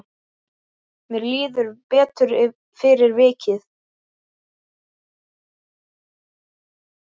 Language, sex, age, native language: Icelandic, male, 9, Icelandic